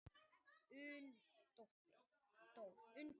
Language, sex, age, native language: Icelandic, male, 18-19, Icelandic